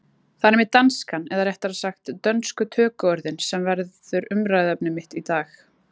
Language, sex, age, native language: Icelandic, female, 20-29, Icelandic